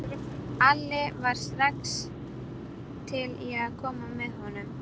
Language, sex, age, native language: Icelandic, female, 12, Icelandic